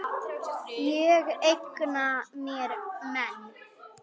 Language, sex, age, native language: Icelandic, female, 10, Icelandic